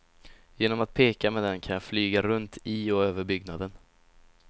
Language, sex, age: Swedish, male, 17